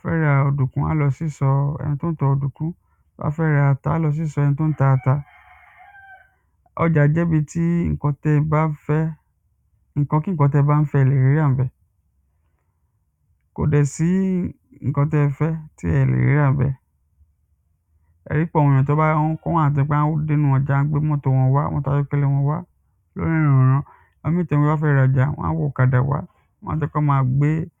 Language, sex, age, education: Yoruba, female, 15-29, primary